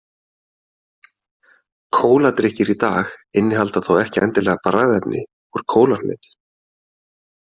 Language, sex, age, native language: Icelandic, male, 40-49, Icelandic